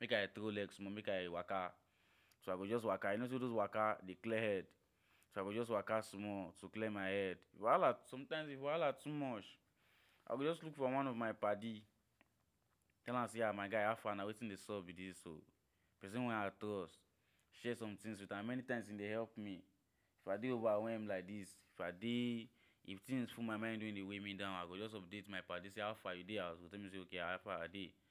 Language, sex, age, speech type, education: Nigerian Pidgin, male, 15-29, spontaneous, tertiary